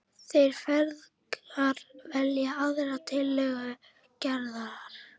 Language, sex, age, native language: Icelandic, female, 11, Icelandic